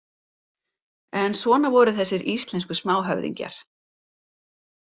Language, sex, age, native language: Icelandic, female, 30-39, Icelandic